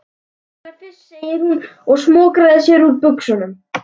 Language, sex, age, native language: Icelandic, male, 11, Icelandic